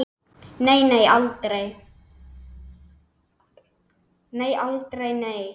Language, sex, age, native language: Icelandic, male, 10, Icelandic